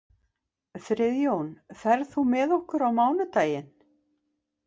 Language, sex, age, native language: Icelandic, female, 50-59, Icelandic